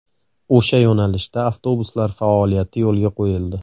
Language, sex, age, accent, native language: Uzbek, male, 25-34, Andijon, Uzbek